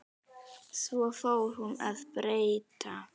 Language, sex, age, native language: Icelandic, female, 9, Icelandic